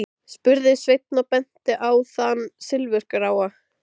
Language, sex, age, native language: Icelandic, female, 13, Icelandic